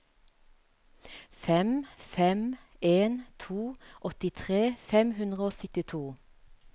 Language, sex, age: Norwegian, female, 35